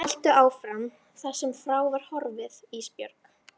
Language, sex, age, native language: Icelandic, female, 13, Icelandic